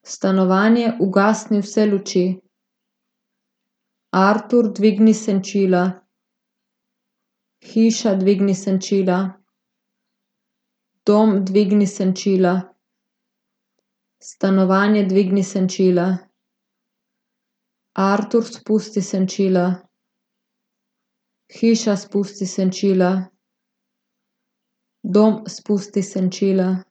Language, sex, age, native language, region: Slovenian, female, 18-29, Slovenian, Gorica region